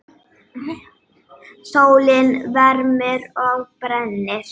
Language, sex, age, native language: Icelandic, female, 18-19, Icelandic